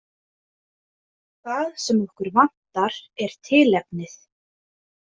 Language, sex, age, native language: Icelandic, female, 20-29, Icelandic